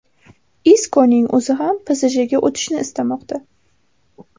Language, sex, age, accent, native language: Uzbek, female, 18-24, Samarqand, Uzbek